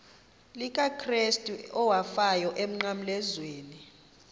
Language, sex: Xhosa, female